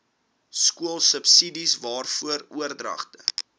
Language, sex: Afrikaans, male